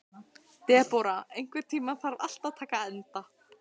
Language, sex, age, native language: Icelandic, female, 14, Icelandic